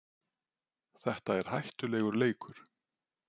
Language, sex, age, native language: Icelandic, male, 40-49, Icelandic